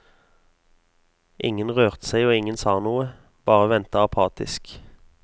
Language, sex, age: Norwegian, male, 22